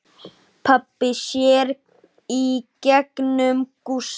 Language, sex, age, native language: Icelandic, male, 9, Icelandic